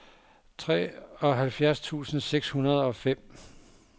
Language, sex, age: Danish, male, 59